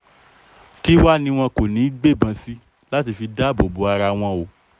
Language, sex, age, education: Yoruba, male, 30-45, tertiary